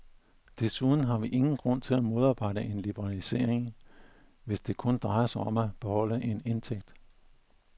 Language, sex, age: Danish, male, 41